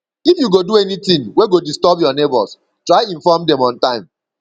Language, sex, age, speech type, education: Nigerian Pidgin, male, 30-45, spontaneous, secondary